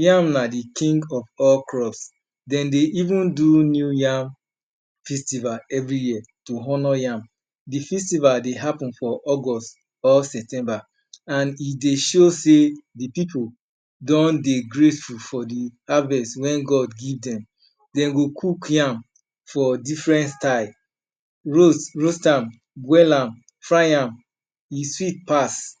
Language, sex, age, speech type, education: Nigerian Pidgin, male, 30-45, spontaneous, tertiary